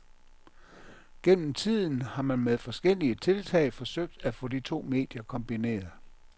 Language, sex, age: Danish, male, 57